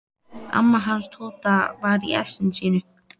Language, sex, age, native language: Icelandic, female, 13, Icelandic